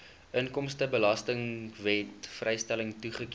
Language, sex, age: Afrikaans, male, 19